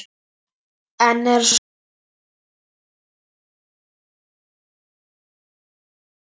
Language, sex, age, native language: Icelandic, male, 12, Icelandic